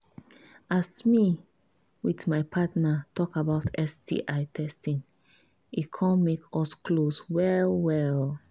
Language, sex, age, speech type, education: Nigerian Pidgin, female, 15-29, spontaneous, tertiary